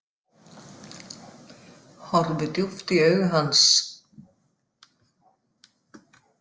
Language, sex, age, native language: Icelandic, female, 50-59, Icelandic